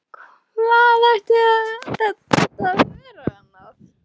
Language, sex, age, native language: Icelandic, female, 12, Icelandic